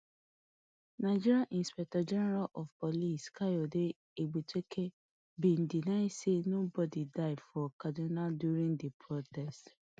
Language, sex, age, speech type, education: Nigerian Pidgin, female, 30-45, spontaneous, tertiary